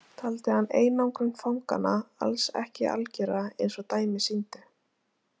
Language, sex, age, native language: Icelandic, female, 20-29, Icelandic